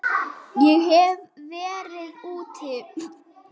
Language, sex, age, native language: Icelandic, male, 7, Icelandic